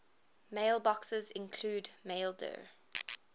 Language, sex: English, female